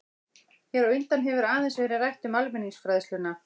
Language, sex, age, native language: Icelandic, female, 60-69, Icelandic